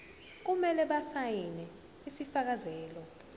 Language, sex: Zulu, female